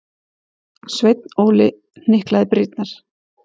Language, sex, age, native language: Icelandic, female, 40-49, Icelandic